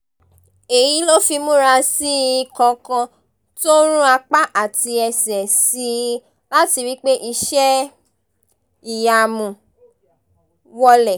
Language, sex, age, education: Yoruba, female, 15-29, tertiary